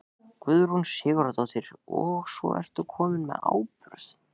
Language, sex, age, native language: Icelandic, male, 14, Icelandic